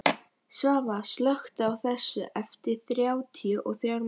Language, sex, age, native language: Icelandic, female, 11, Polish